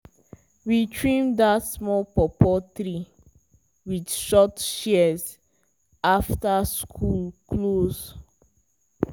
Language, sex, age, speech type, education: Nigerian Pidgin, female, 15-29, spontaneous, tertiary